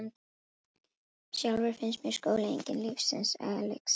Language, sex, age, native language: Icelandic, female, 11, Icelandic